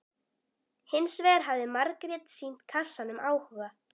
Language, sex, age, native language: Icelandic, female, 12, Icelandic